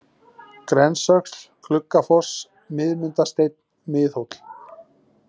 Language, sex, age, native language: Icelandic, male, 40-49, Icelandic